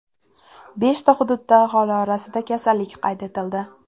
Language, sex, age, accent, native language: Uzbek, female, 18-24, Andijon, Uzbek